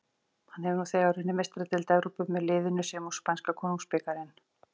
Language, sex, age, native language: Icelandic, female, 40-49, Icelandic